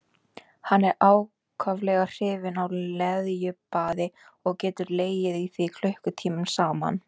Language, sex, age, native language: Icelandic, female, 18-19, Icelandic